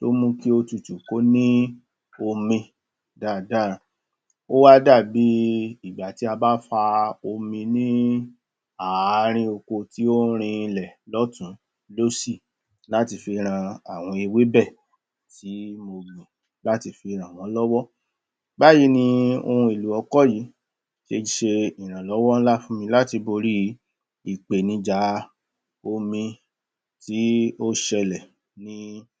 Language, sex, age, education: Yoruba, male, 46-60, tertiary